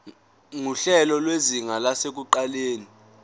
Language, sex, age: Zulu, male, 20